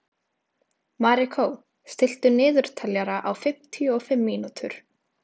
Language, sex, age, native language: Icelandic, female, 18-19, Icelandic